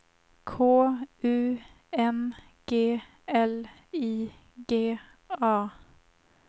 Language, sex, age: Swedish, female, 25